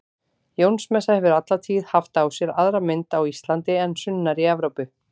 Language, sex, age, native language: Icelandic, female, 30-39, Icelandic